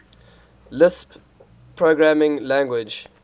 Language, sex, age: English, male, 18